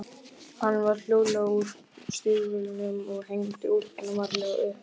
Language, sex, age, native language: Icelandic, female, 12, Icelandic